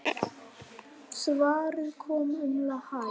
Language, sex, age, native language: Icelandic, female, 10, Icelandic